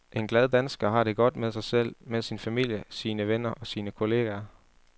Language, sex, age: Danish, male, 18